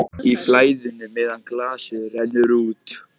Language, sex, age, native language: Icelandic, male, 14, Icelandic